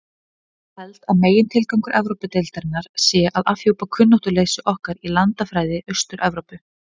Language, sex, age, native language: Icelandic, female, 20-29, Icelandic